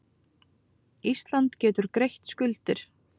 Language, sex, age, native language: Icelandic, female, 20-29, Icelandic